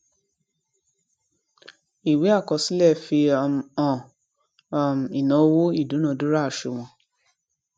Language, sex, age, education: Yoruba, female, 15-29, tertiary